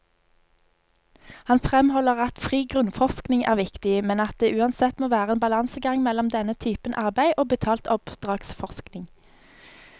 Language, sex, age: Norwegian, female, 25